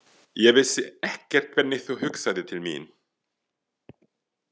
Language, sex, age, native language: Icelandic, male, 40-49, French